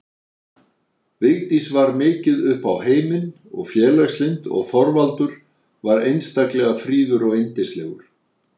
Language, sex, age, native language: Icelandic, male, 60-69, Icelandic